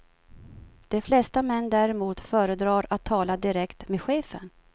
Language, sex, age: Swedish, female, 52